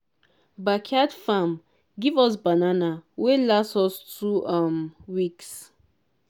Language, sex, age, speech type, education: Nigerian Pidgin, female, 15-29, spontaneous, tertiary